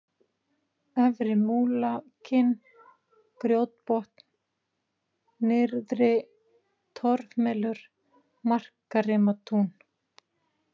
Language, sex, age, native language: Icelandic, female, 40-49, Icelandic